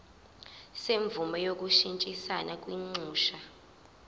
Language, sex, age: Zulu, female, 24